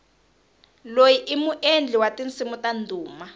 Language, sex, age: Tsonga, female, 20